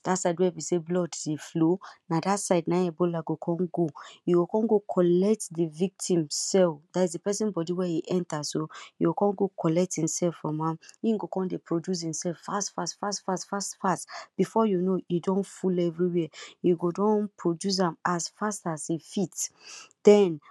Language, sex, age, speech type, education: Nigerian Pidgin, female, 30-45, spontaneous, tertiary